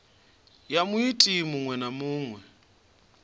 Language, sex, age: Venda, male, 28